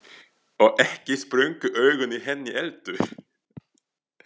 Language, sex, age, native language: Icelandic, male, 40-49, French